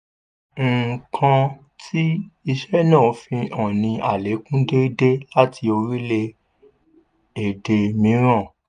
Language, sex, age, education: Yoruba, male, 15-29, tertiary